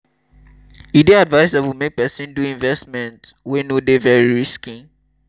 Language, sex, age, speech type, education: Nigerian Pidgin, male, 15-29, spontaneous, tertiary